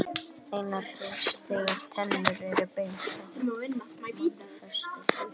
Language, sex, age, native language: Icelandic, male, 18-19, Icelandic